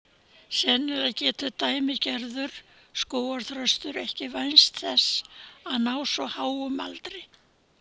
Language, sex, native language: Icelandic, female, Icelandic